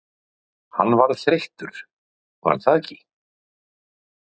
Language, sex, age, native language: Icelandic, male, 40-49, Icelandic